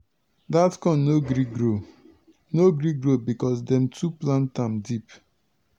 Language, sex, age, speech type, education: Nigerian Pidgin, male, 30-45, spontaneous, tertiary